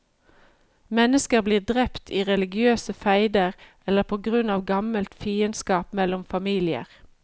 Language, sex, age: Norwegian, female, 53